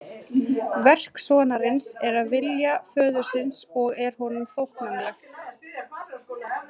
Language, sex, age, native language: Icelandic, female, 20-29, Icelandic